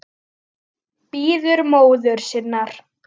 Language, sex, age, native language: Icelandic, female, 9, Icelandic